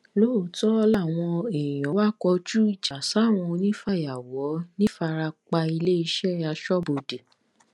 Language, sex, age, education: Yoruba, female, 15-29, tertiary